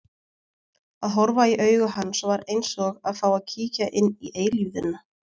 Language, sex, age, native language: Icelandic, female, 20-29, Icelandic